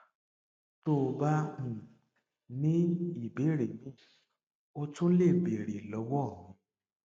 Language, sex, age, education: Yoruba, male, 30-45, tertiary